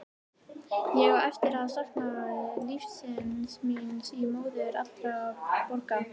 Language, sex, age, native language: Icelandic, female, 18-19, Icelandic